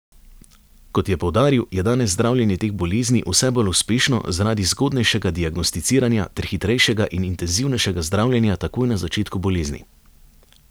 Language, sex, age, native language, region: Slovenian, male, 30-49, Slovenian, Savinja region